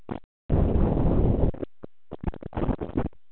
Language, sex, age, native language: Icelandic, male, 13, Icelandic